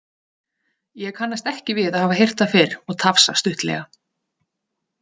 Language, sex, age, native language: Icelandic, female, 30-39, Icelandic